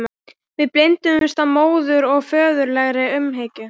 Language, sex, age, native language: Icelandic, female, 12, Icelandic